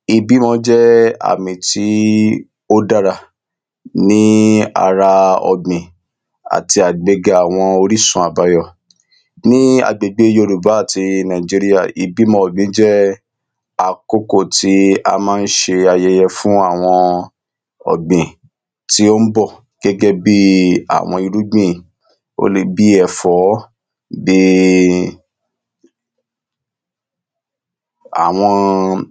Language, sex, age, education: Yoruba, male, 30-45, secondary